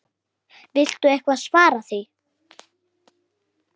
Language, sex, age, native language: Icelandic, female, 7, Icelandic